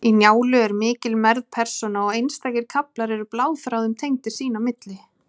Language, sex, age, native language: Icelandic, female, 30-39, Icelandic